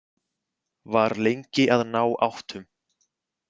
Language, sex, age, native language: Icelandic, male, 20-29, Icelandic